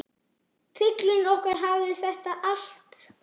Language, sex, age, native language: Icelandic, male, 8, Icelandic